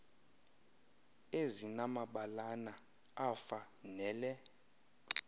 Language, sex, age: Xhosa, male, 20